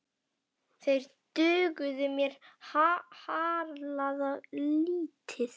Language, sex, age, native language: Icelandic, male, 9, Icelandic